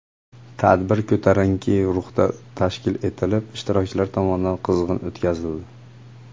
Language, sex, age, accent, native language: Uzbek, male, 30-39, Farg'ona, Uzbek